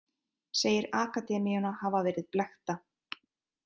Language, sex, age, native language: Icelandic, female, 30-39, Icelandic